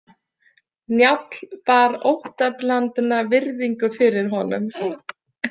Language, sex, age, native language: Icelandic, female, 30-39, Icelandic